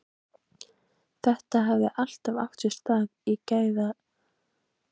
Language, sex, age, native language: Icelandic, female, 18-19, Icelandic